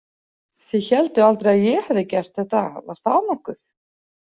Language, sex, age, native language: Icelandic, female, 40-49, Icelandic